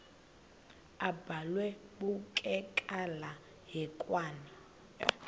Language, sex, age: Xhosa, female, 20